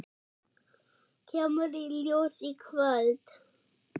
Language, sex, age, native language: Icelandic, male, 6, German